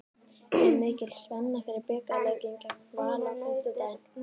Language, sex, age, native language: Icelandic, female, 13, Icelandic